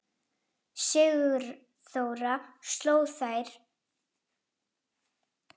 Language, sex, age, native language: Icelandic, female, 7, Icelandic